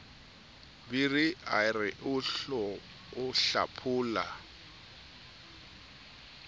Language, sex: Southern Sotho, male